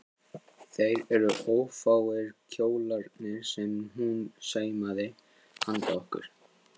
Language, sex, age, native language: Icelandic, male, 15, Icelandic